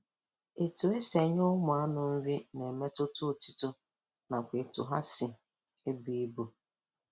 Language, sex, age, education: Igbo, female, 15-29, tertiary